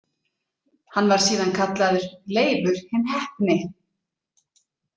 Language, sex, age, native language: Icelandic, female, 40-49, Icelandic